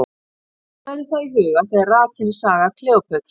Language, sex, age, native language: Icelandic, female, 50-59, Icelandic